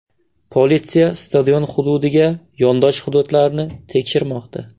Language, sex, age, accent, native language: Uzbek, male, 18-24, Surxondaryo, Uzbek